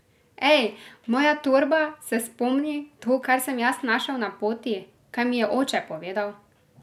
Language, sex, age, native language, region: Slovenian, female, 18-29, Slovenian, Drava region